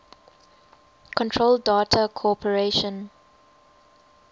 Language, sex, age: English, female, 19